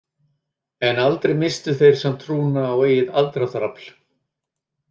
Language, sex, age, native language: Icelandic, male, 30-39, Icelandic